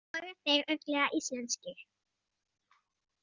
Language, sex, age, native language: Icelandic, female, 18-19, Icelandic